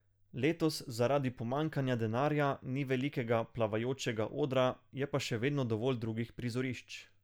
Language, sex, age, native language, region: Slovenian, male, 18-29, Slovenian, Carinthia region